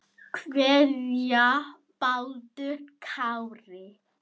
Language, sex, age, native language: Icelandic, female, 9, Icelandic